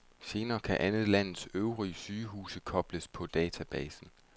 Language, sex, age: Danish, male, 31